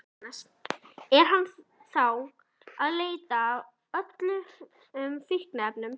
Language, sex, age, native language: Icelandic, female, 11, Icelandic